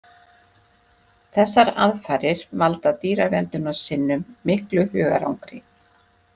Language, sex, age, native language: Icelandic, female, 60-69, Icelandic